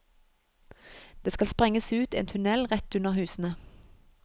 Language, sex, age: Norwegian, female, 31